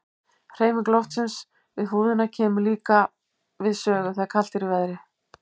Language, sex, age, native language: Icelandic, female, 50-59, Icelandic